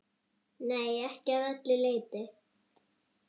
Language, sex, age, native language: Icelandic, female, 9, Icelandic